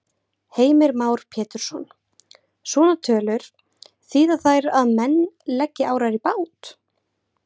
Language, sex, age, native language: Icelandic, female, 20-29, Icelandic